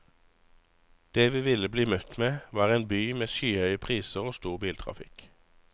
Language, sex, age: Norwegian, male, 35